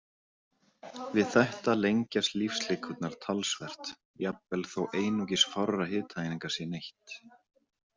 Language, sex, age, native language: Icelandic, male, 40-49, Icelandic